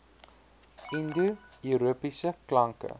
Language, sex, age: Afrikaans, male, 23